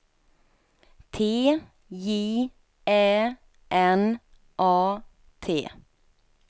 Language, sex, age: Swedish, female, 27